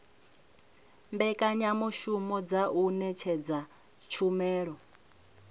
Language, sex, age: Venda, female, 21